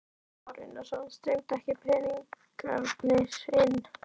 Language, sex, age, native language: Icelandic, female, 12, Icelandic